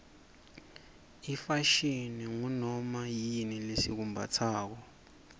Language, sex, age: Swati, male, 24